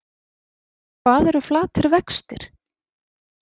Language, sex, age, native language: Icelandic, female, 40-49, Icelandic